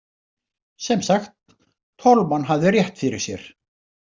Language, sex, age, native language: Icelandic, male, 70-79, Icelandic